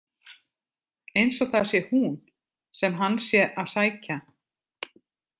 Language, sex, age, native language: Icelandic, female, 50-59, Icelandic